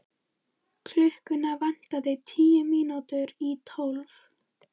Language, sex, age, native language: Icelandic, female, 13, Icelandic